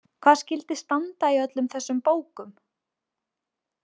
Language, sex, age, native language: Icelandic, female, 20-29, Icelandic